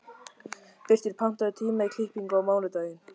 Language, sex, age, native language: Icelandic, male, 13, Icelandic